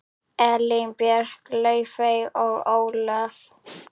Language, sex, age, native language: Icelandic, male, 8, Icelandic